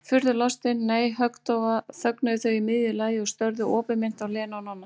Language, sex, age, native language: Icelandic, female, 40-49, Icelandic